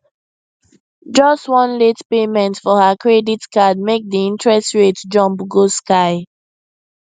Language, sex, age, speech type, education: Nigerian Pidgin, female, 15-29, spontaneous, secondary